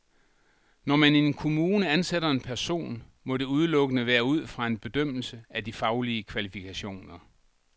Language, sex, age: Danish, male, 62